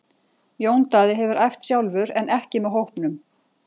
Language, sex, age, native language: Icelandic, female, 40-49, Icelandic